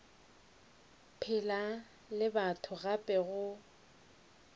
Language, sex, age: Northern Sotho, female, 29